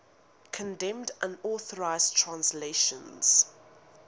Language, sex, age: English, female, 19